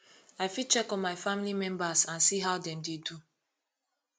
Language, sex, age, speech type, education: Nigerian Pidgin, female, 15-29, spontaneous, tertiary